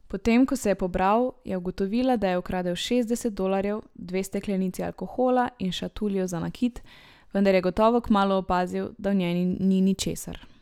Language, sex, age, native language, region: Slovenian, male, 18-29, Slovenian, Drava region